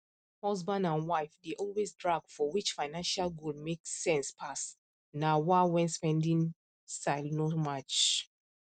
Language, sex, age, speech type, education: Nigerian Pidgin, female, 15-29, spontaneous, tertiary